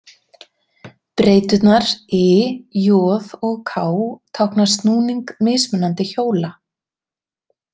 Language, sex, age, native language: Icelandic, female, 30-39, Icelandic